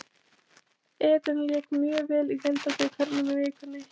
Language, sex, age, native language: Icelandic, female, 20-29, Icelandic